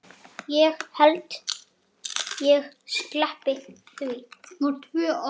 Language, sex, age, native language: Icelandic, male, 7, Icelandic